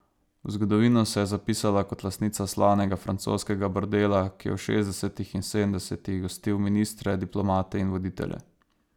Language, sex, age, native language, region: Slovenian, male, 18-29, Slovenian, Savinja region